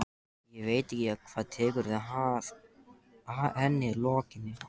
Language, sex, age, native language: Icelandic, male, 13, Icelandic